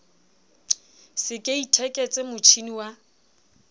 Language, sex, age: Southern Sotho, female, 29